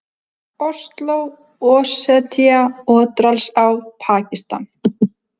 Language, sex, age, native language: Icelandic, female, 20-29, Icelandic